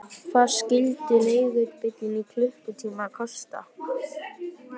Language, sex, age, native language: Icelandic, female, 11, Icelandic